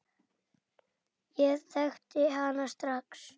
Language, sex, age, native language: Icelandic, female, 8, Icelandic